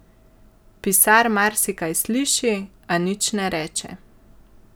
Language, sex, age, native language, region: Slovenian, male, 50-59, Slovenian, Central Slovenia